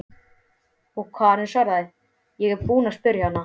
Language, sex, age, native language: Icelandic, male, 12, Icelandic